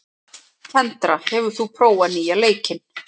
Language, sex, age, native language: Icelandic, female, 30-39, Icelandic